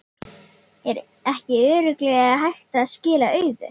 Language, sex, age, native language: Icelandic, female, 18-19, Icelandic